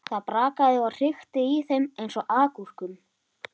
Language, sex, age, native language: Icelandic, male, 11, Icelandic